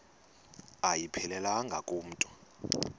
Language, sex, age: Xhosa, male, 32